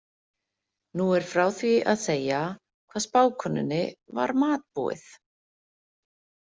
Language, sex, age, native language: Icelandic, female, 50-59, Icelandic